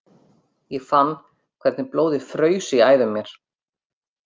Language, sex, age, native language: Icelandic, female, 50-59, Icelandic